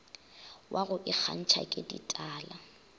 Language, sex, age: Northern Sotho, female, 22